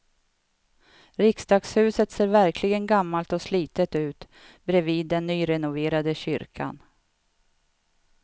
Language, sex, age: Swedish, female, 52